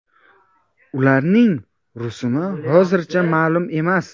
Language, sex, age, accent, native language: Uzbek, male, 18-24, Buxoro, Uzbek